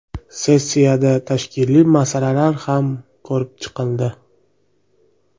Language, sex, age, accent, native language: Uzbek, male, 25-34, Toshkent viloyati, Uzbek